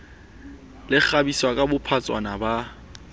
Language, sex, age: Southern Sotho, male, 25